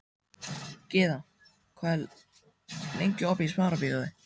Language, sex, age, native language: Icelandic, male, 14, Icelandic